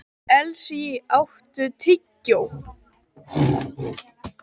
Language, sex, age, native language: Icelandic, female, 18-19, Icelandic